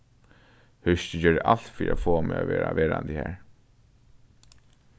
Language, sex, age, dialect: Faroese, male, 15-35, Norðurstreymoy/Eysturoy